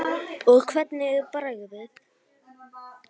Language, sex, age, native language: Icelandic, female, 9, Icelandic